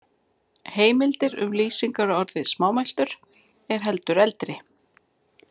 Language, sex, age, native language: Icelandic, female, 40-49, Icelandic